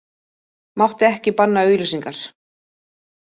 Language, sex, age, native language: Icelandic, female, 20-29, Icelandic